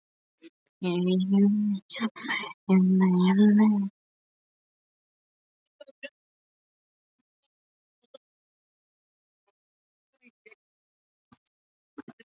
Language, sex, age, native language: Icelandic, male, 13, Icelandic